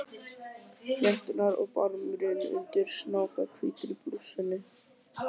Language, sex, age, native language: Icelandic, male, 12, Icelandic